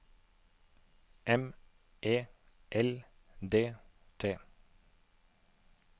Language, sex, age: Norwegian, male, 36